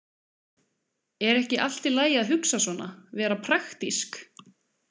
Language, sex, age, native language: Icelandic, female, 20-29, Icelandic